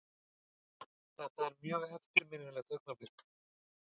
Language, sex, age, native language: Icelandic, male, 40-49, Icelandic